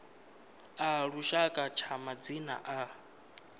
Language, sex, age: Venda, male, 19